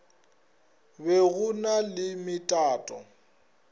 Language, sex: Northern Sotho, male